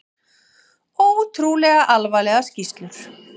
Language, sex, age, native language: Icelandic, female, 40-49, Icelandic